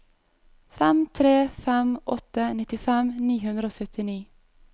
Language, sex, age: Norwegian, female, 22